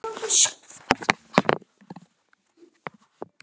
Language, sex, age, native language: Icelandic, female, 10, Icelandic